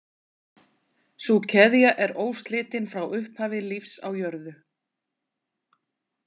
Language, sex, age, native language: Icelandic, female, 40-49, Icelandic